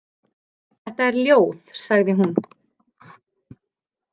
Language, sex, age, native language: Icelandic, female, 30-39, Icelandic